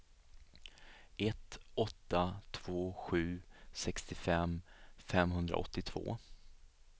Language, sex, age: Swedish, male, 37